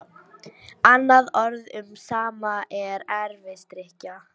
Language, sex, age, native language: Icelandic, female, 18-19, Icelandic